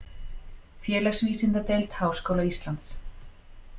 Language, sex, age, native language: Icelandic, female, 40-49, Icelandic